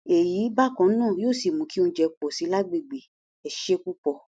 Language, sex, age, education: Yoruba, female, 60+, tertiary